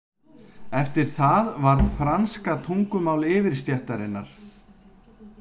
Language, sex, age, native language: Icelandic, male, 50-59, Icelandic